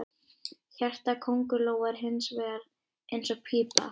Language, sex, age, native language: Icelandic, female, 18-19, Icelandic